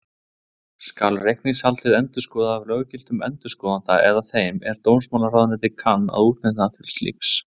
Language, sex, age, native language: Icelandic, male, 20-29, Icelandic